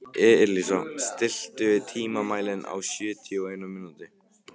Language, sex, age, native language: Icelandic, male, 15, Icelandic